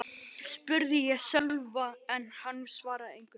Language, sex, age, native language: Icelandic, male, 12, Icelandic